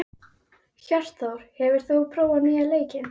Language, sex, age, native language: Icelandic, female, 13, Icelandic